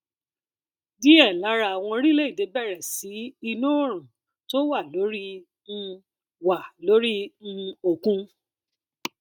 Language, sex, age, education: Yoruba, female, 30-45, tertiary